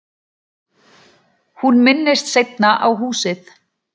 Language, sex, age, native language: Icelandic, female, 40-49, Icelandic